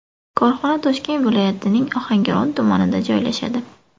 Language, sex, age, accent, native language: Uzbek, female, 18-24, Buxoro, Uzbek